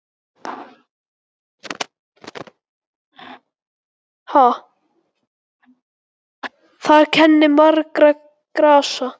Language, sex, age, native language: Icelandic, male, 9, Icelandic